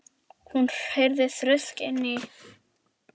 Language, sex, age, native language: Icelandic, female, 10, Icelandic